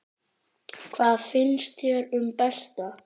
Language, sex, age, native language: Icelandic, male, 9, Icelandic